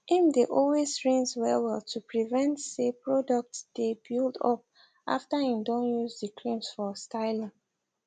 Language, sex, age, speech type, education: Nigerian Pidgin, female, 15-29, spontaneous, secondary